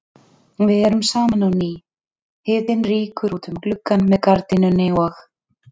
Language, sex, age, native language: Icelandic, female, 30-39, Icelandic